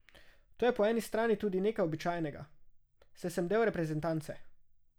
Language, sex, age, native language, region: Slovenian, male, 18-29, Slovenian, Drava region